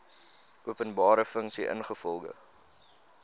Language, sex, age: Afrikaans, male, 20